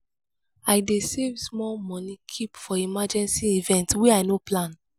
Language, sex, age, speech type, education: Nigerian Pidgin, female, 15-29, spontaneous, tertiary